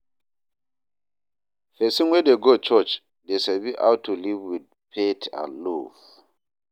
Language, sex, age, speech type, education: Nigerian Pidgin, male, 30-45, read, tertiary